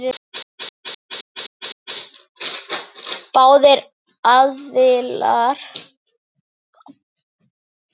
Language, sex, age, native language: Icelandic, male, 8, Icelandic